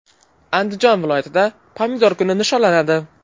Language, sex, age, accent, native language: Uzbek, male, 12-17, Farg'ona, Uzbek